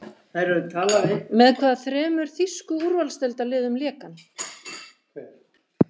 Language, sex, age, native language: Icelandic, female, 50-59, Icelandic